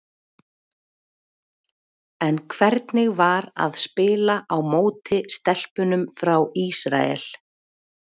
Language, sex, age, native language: Icelandic, female, 40-49, Icelandic